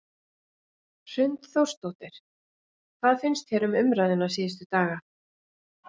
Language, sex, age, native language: Icelandic, female, 40-49, Icelandic